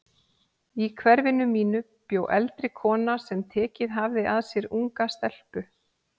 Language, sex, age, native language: Icelandic, female, 40-49, Icelandic